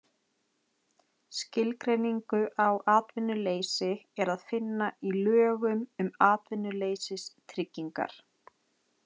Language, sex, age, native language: Icelandic, female, 30-39, Icelandic